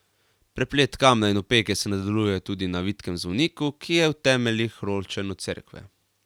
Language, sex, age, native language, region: Slovenian, male, 18-29, Slovenian, Carinthia region